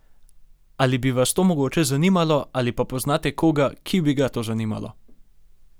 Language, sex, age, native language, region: Slovenian, male, 18-29, Slovenian, Gorenjska region